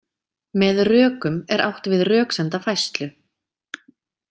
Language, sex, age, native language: Icelandic, female, 30-39, Icelandic